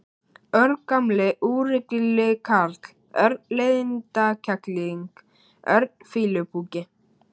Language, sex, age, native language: Icelandic, male, 11, Icelandic